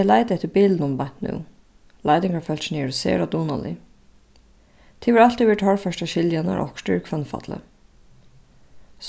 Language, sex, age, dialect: Faroese, female, 15-35, Suðurstreymoy